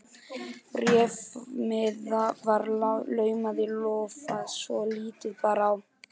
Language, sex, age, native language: Icelandic, male, 12, Icelandic